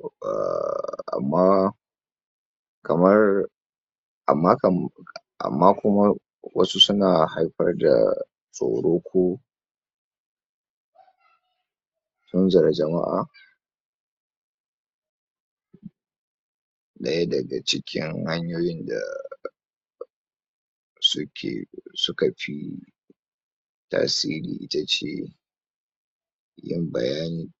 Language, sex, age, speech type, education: Hausa, male, 46-60, spontaneous, tertiary